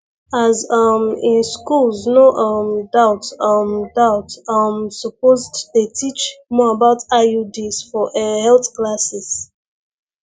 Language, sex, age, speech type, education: Nigerian Pidgin, female, 15-29, spontaneous, secondary